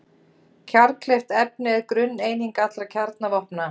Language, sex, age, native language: Icelandic, female, 30-39, Icelandic